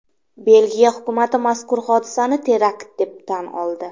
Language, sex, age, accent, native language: Uzbek, female, 25-34, Namangan, Uzbek